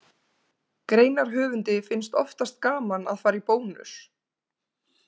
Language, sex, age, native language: Icelandic, female, 20-29, Icelandic